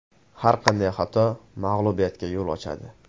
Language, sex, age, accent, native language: Uzbek, male, 18-24, Qashqadaryo, Uzbek